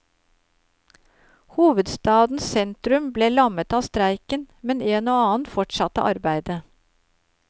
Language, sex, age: Norwegian, female, 53